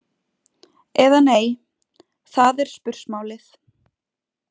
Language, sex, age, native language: Icelandic, female, 20-29, Icelandic